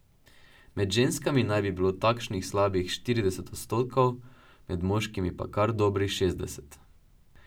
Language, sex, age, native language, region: Slovenian, male, 12-17, Slovenian, Drava region